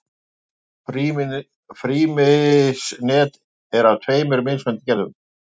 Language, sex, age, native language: Icelandic, male, 50-59, Icelandic